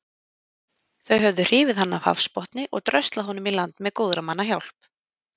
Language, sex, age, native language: Icelandic, female, 30-39, Icelandic